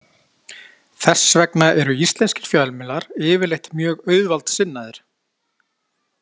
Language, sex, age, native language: Icelandic, male, 40-49, Icelandic